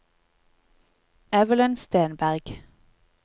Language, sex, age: Norwegian, female, 20